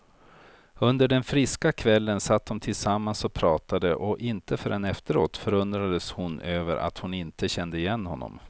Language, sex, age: Swedish, male, 43